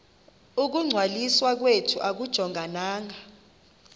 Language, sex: Xhosa, female